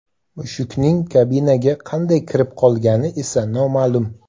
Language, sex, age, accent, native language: Uzbek, male, 35+, Toshkent viloyati, Uzbek